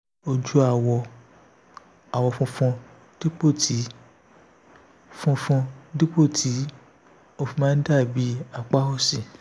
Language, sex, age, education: Yoruba, male, 15-29, tertiary